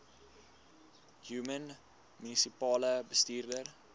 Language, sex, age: Afrikaans, male, 19